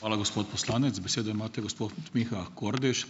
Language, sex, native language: Slovenian, male, Slovenian